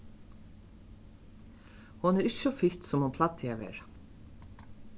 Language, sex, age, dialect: Faroese, female, 36-60, Suðurstreymoy